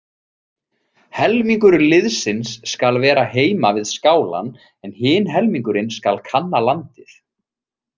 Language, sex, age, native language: Icelandic, male, 30-39, Icelandic